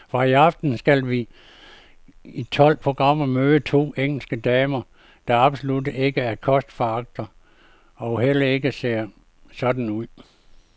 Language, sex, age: Danish, male, 52